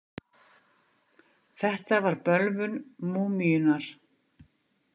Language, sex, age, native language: Icelandic, female, 50-59, Icelandic